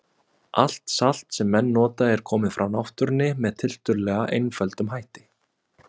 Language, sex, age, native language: Icelandic, male, 20-29, Icelandic